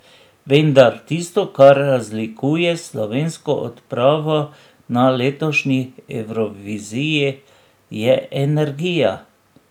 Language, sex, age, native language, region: Slovenian, male, 60+, Slovenian, Drava region